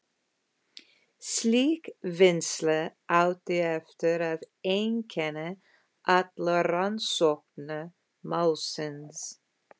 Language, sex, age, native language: Icelandic, female, 50-59, English